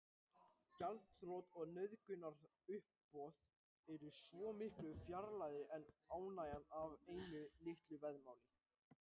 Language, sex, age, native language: Icelandic, male, 18-19, Icelandic